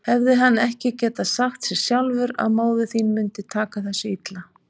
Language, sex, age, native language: Icelandic, female, 50-59, Icelandic